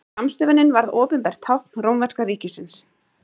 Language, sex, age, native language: Icelandic, female, 30-39, Icelandic